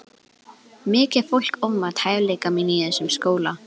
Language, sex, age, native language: Icelandic, female, 11, Icelandic